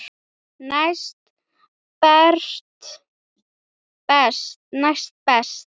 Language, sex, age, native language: Icelandic, female, 8, Icelandic